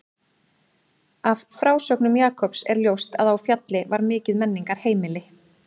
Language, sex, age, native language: Icelandic, female, 30-39, Icelandic